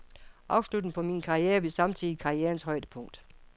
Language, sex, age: Danish, female, 55